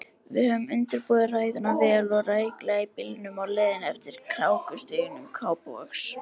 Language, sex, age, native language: Icelandic, female, 70-79, Icelandic